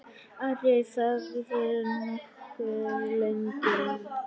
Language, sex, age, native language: Icelandic, female, 9, Icelandic